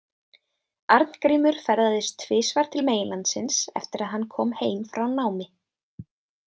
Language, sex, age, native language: Icelandic, female, 20-29, Icelandic